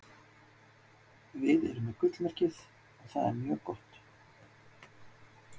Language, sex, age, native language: Icelandic, male, 30-39, Icelandic